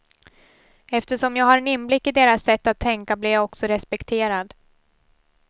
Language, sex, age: Swedish, female, 18